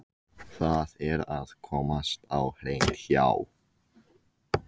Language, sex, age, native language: Icelandic, female, 14, Icelandic